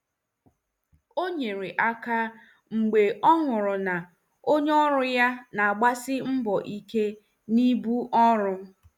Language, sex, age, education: Igbo, female, 30-45, tertiary